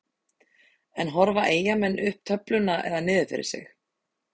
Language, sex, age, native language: Icelandic, female, 30-39, Icelandic